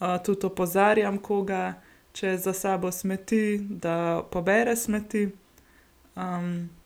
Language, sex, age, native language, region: Slovenian, female, 18-29, Slovenian, Gorenjska region